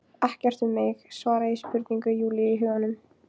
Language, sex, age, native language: Icelandic, female, 15, Icelandic